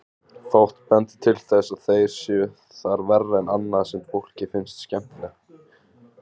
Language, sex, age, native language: Icelandic, male, 20-29, Icelandic